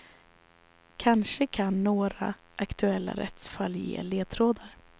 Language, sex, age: Swedish, female, 34